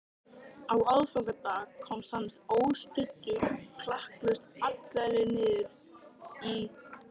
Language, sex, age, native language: Icelandic, male, 13, Icelandic